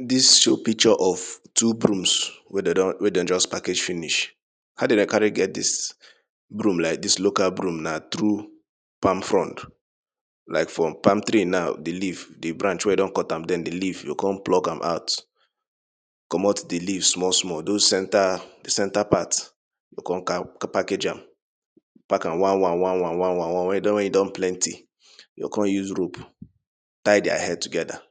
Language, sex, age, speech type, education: Nigerian Pidgin, male, 30-45, spontaneous, secondary